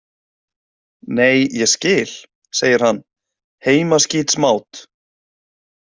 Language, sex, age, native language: Icelandic, male, 20-29, Icelandic